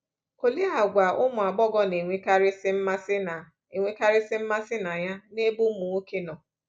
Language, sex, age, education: Igbo, female, 30-45, tertiary